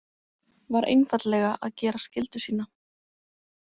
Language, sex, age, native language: Icelandic, female, 20-29, Icelandic